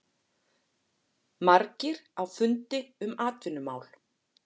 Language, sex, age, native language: Icelandic, female, 40-49, Icelandic